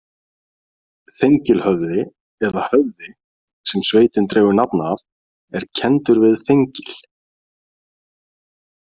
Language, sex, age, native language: Icelandic, male, 30-39, Icelandic